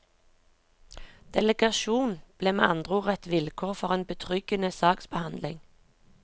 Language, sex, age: Norwegian, female, 36